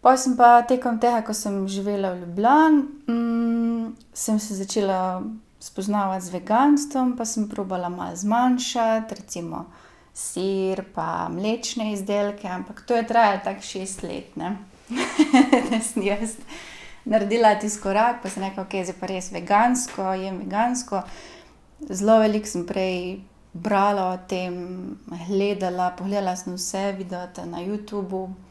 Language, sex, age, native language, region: Slovenian, female, 18-29, Slovenian, Gorica region